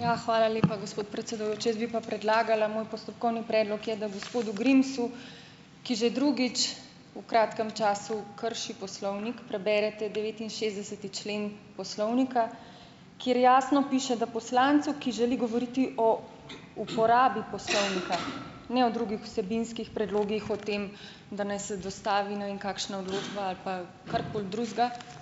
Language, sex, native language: Slovenian, female, Slovenian